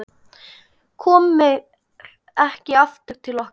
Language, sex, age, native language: Icelandic, male, 10, Icelandic